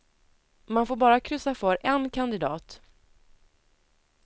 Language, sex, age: Swedish, female, 30